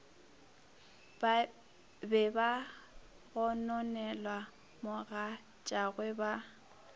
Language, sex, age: Northern Sotho, female, 25